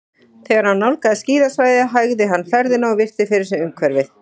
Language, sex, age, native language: Icelandic, female, 40-49, Icelandic